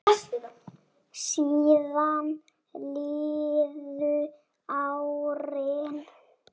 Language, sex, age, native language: Icelandic, female, 7, Icelandic